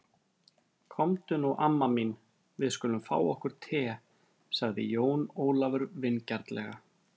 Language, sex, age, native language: Icelandic, male, 30-39, Icelandic